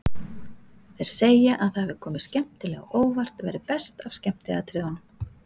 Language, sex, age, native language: Icelandic, female, 40-49, Icelandic